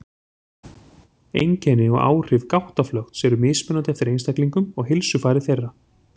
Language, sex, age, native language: Icelandic, male, 40-49, Icelandic